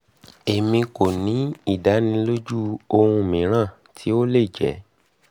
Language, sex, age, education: Yoruba, male, 30-45, tertiary